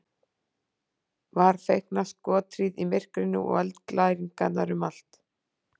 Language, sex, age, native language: Icelandic, female, 40-49, Icelandic